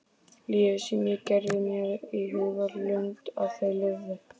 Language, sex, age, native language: Icelandic, male, 12, Icelandic